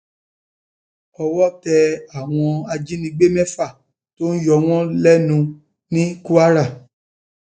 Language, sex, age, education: Yoruba, male, 30-45, tertiary